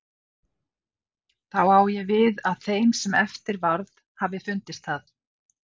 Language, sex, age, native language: Icelandic, female, 50-59, Icelandic